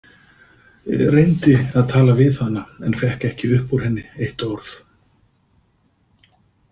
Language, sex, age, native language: Icelandic, male, 50-59, Icelandic